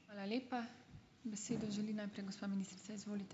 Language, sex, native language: Slovenian, male, Slovenian